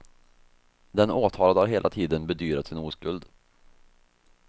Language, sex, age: Swedish, male, 24